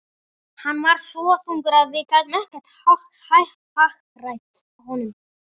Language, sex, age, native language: Icelandic, male, 12, Icelandic